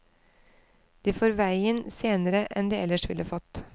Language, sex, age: Norwegian, female, 29